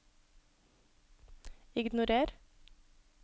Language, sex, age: Norwegian, female, 26